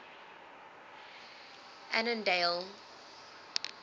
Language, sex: English, female